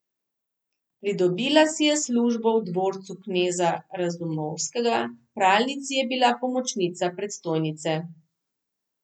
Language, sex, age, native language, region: Slovenian, female, 30-49, Slovenian, Southeast Slovenia